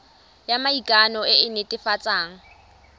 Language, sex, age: Tswana, female, 20